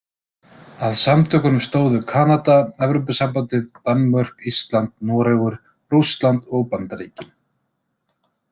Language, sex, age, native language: Icelandic, male, 30-39, Icelandic